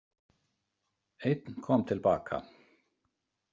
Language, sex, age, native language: Icelandic, male, 50-59, Icelandic